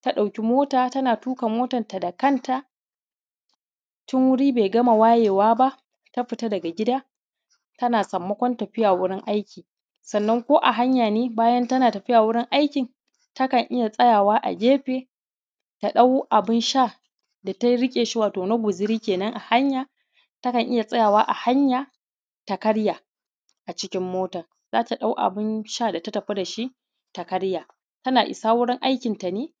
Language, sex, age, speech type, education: Hausa, female, 30-45, spontaneous, primary